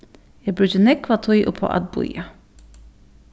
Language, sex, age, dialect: Faroese, female, 15-35, Suðurstreymoy